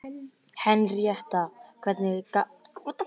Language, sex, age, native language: Icelandic, male, 11, Icelandic